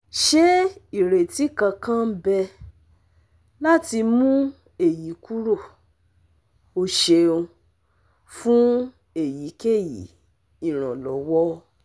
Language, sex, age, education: Yoruba, female, 30-45, tertiary